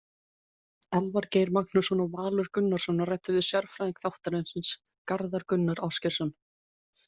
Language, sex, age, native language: Icelandic, female, 20-29, Icelandic